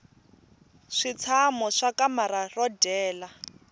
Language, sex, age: Tsonga, female, 20